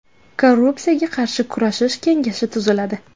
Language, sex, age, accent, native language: Uzbek, female, 19-29, Navoiy, Uzbek